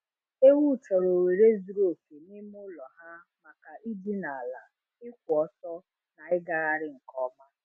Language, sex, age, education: Igbo, female, 30-45, tertiary